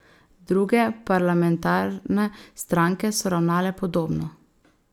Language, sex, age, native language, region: Slovenian, female, 18-29, Slovenian, Savinja region